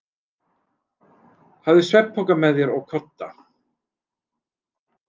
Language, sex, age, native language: Icelandic, male, 40-49, Icelandic